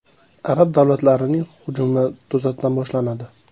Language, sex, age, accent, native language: Uzbek, male, 25-34, Toshkent viloyati, Uzbek